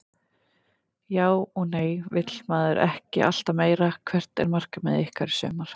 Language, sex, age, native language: Icelandic, female, 30-39, Icelandic